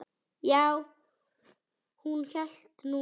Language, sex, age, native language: Icelandic, female, 10, Icelandic